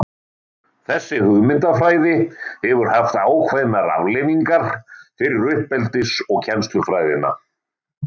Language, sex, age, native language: Icelandic, male, 60-69, Icelandic